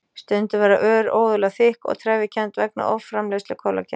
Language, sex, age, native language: Icelandic, female, 40-49, Icelandic